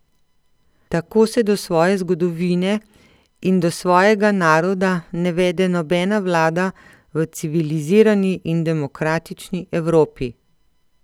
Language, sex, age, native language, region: Slovenian, female, 50-59, Slovenian, Central Slovenia